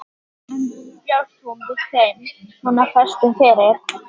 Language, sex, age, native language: Icelandic, female, 14, Icelandic